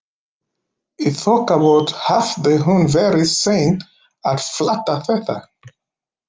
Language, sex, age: Icelandic, male, 50-59